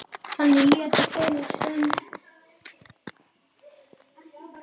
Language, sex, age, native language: Icelandic, male, 10, Icelandic